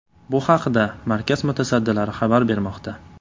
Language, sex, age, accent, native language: Uzbek, male, 18-24, Toshkent shahri, Uzbek